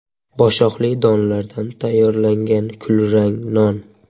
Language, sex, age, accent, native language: Uzbek, male, 12-17, Surxondaryo, Uzbek